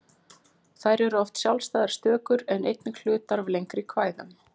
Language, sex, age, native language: Icelandic, female, 40-49, Icelandic